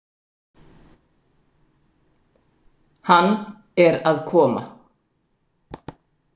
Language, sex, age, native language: Icelandic, female, 60-69, Icelandic